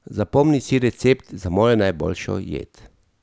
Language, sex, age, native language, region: Slovenian, male, 50-59, Slovenian, Drava region